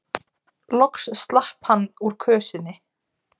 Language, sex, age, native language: Icelandic, female, 20-29, Icelandic